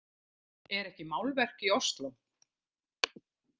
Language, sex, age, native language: Icelandic, female, 50-59, Icelandic